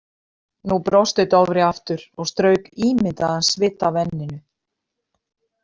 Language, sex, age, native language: Icelandic, female, 50-59, Icelandic